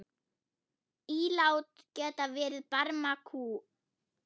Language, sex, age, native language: Icelandic, female, 8, German